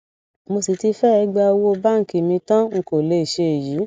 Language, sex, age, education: Yoruba, female, 60+, tertiary